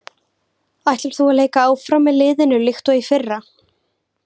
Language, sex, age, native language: Icelandic, female, 20-29, Icelandic